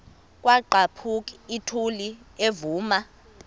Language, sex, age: Xhosa, female, 24